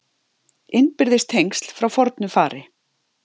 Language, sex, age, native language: Icelandic, female, 50-59, Icelandic